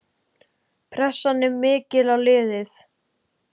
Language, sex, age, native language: Icelandic, male, 10, Icelandic